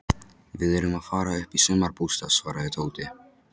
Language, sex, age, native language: Icelandic, male, 13, Polish